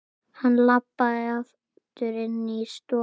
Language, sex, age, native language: Icelandic, male, 8, Icelandic